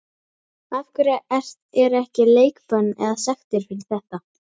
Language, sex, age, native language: Icelandic, female, 11, Icelandic